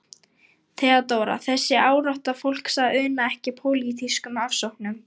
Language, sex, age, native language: Icelandic, female, 18-19, Lithuanian